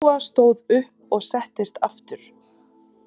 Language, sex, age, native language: Icelandic, female, 40-49, Icelandic